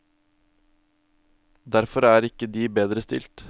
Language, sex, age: Norwegian, male, 22